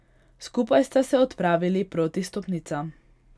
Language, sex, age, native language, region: Slovenian, female, 18-29, Hungarian, Pomurje region